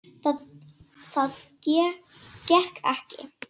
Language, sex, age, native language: Icelandic, female, 10, Icelandic